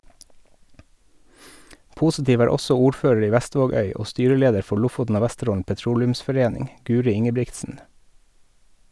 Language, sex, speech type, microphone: Norwegian, male, read, Sennheiser